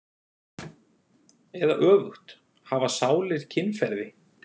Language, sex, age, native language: Icelandic, male, 40-49, Icelandic